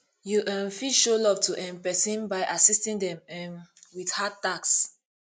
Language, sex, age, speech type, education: Nigerian Pidgin, female, 15-29, spontaneous, tertiary